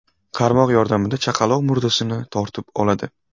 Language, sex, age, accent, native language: Uzbek, male, 18-24, Buxoro, Uzbek